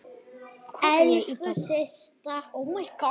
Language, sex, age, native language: Icelandic, female, 8, Icelandic